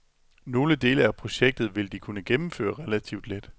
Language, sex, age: Danish, male, 27